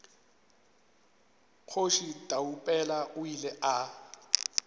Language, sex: Northern Sotho, male